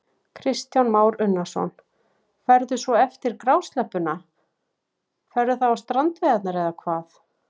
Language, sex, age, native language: Icelandic, female, 40-49, Icelandic